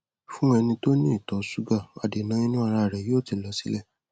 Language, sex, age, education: Yoruba, male, 15-29, tertiary